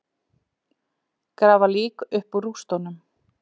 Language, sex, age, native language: Icelandic, female, 40-49, Icelandic